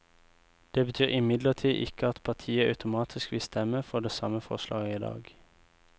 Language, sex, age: Norwegian, male, 24